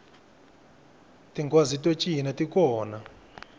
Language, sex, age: Tsonga, male, 21